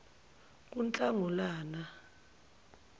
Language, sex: Zulu, female